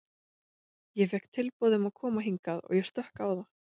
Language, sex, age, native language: Icelandic, female, 20-29, Icelandic